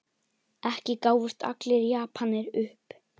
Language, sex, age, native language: Icelandic, male, 8, Icelandic